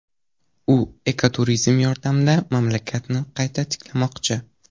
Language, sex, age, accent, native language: Uzbek, male, 18-24, Surxondaryo, Uzbek